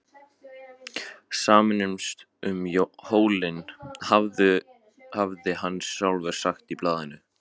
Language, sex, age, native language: Icelandic, male, 11, Icelandic